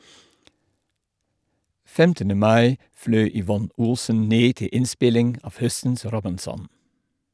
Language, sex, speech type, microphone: Norwegian, male, read, Shure